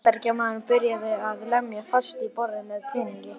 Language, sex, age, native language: Icelandic, male, 11, Icelandic